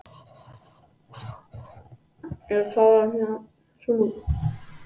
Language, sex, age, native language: Icelandic, male, 11, English